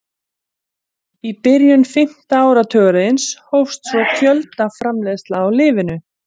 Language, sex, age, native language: Icelandic, female, 40-49, Icelandic